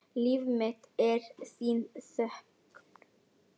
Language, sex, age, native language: Icelandic, male, 10, Icelandic